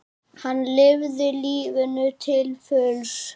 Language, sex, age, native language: Icelandic, male, 8, Icelandic